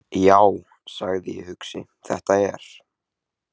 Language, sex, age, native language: Icelandic, male, 18-19, Icelandic